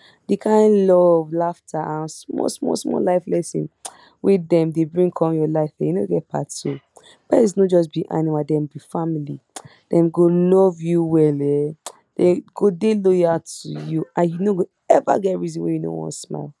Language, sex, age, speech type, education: Nigerian Pidgin, female, 46-60, spontaneous, tertiary